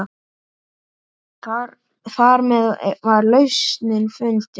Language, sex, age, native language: Icelandic, male, 8, Icelandic